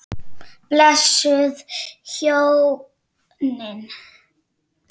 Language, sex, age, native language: Icelandic, female, 8, Icelandic